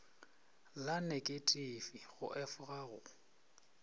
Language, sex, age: Northern Sotho, male, 23